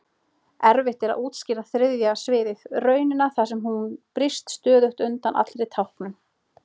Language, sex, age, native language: Icelandic, female, 30-39, Icelandic